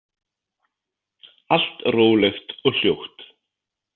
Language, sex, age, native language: Icelandic, male, 50-59, Icelandic